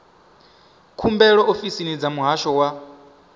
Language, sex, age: Venda, male, 25